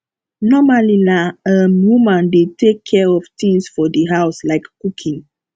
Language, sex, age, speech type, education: Nigerian Pidgin, female, 15-29, spontaneous, tertiary